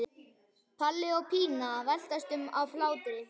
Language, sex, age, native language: Icelandic, male, 11, Icelandic